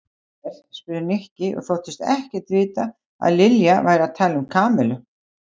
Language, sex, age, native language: Icelandic, female, 60-69, Icelandic